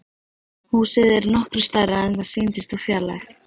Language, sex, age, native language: Icelandic, female, 13, Icelandic